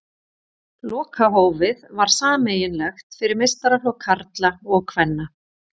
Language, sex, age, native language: Icelandic, female, 40-49, Icelandic